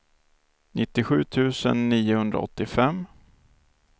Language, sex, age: Swedish, male, 28